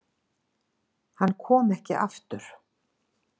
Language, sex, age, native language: Icelandic, female, 50-59, Icelandic